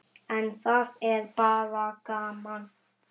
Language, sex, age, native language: Icelandic, male, 7, Icelandic